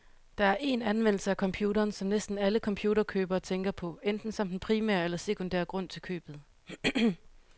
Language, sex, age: Danish, female, 31